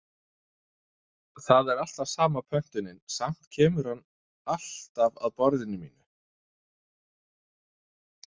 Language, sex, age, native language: Icelandic, male, 30-39, Danish